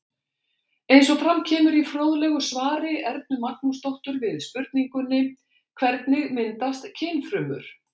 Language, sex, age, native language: Icelandic, female, 60-69, Icelandic